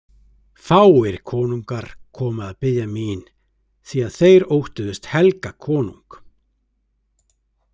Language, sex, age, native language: Icelandic, male, 30-39, Icelandic